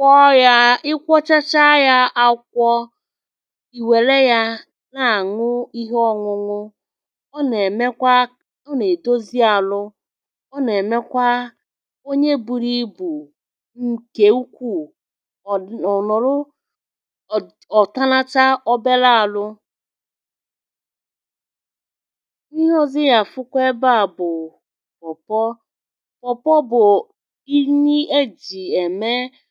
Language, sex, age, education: Igbo, female, 30-45, tertiary